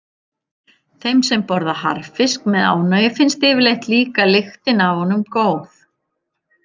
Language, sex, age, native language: Icelandic, female, 50-59, Icelandic